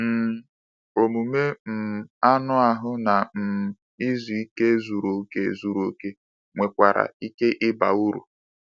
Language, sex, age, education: Igbo, male, 15-29, tertiary